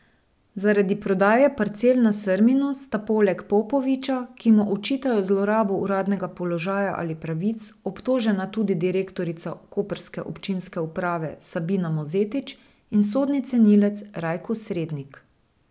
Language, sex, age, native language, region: Slovenian, female, 30-49, Slovenian, Drava region